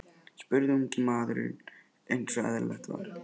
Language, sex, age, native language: Icelandic, male, 11, Icelandic